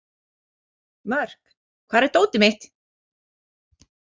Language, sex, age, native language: Icelandic, female, 40-49, Icelandic